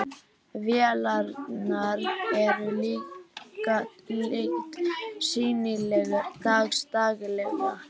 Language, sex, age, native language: Icelandic, other, 18-19, Icelandic